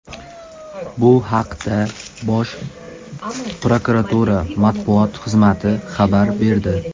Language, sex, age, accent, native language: Uzbek, male, 12-17, Samarqand, Uzbek